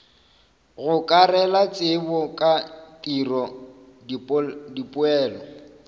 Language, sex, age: Northern Sotho, male, 26